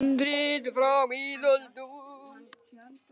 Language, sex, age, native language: Icelandic, male, 18-19, Icelandic